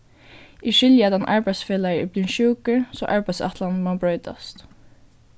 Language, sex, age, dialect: Faroese, female, 15-35, Suðurstreymoy